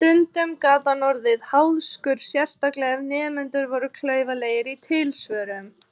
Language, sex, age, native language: Icelandic, female, 30-39, Icelandic